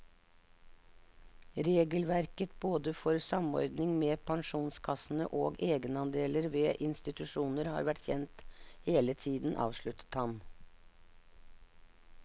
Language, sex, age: Norwegian, female, 59